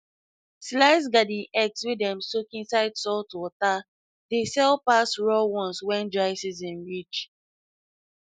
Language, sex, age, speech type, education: Nigerian Pidgin, female, 15-29, spontaneous, tertiary